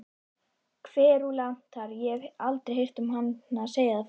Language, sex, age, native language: Icelandic, female, 11, Icelandic